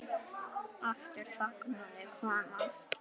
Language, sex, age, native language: Icelandic, female, 8, Icelandic